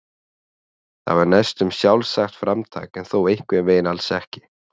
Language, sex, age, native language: Icelandic, male, 30-39, Icelandic